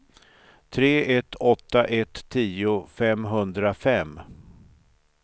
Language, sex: Swedish, male